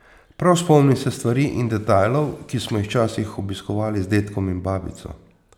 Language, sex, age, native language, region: Slovenian, male, 50-59, Slovenian, Posavska region